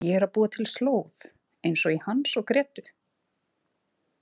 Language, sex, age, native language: Icelandic, female, 20-29, Icelandic